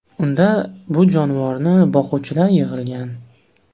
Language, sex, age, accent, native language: Uzbek, male, 18-24, Farg'ona, Uzbek